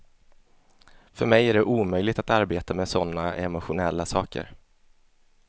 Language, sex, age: Swedish, male, 27